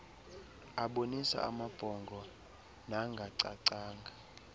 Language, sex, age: Xhosa, male, 20